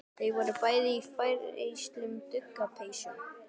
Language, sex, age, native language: Icelandic, male, 12, Icelandic